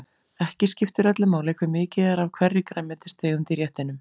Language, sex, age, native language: Icelandic, female, 40-49, Icelandic